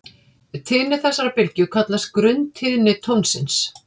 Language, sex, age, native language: Icelandic, female, 50-59, Icelandic